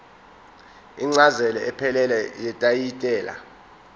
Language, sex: Zulu, male